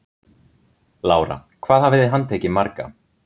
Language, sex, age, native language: Icelandic, male, 30-39, Icelandic